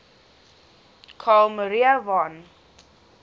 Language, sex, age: English, female, 20